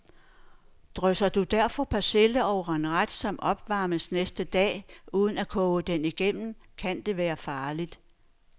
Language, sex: Danish, female